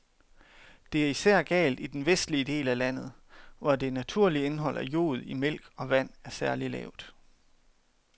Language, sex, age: Danish, male, 31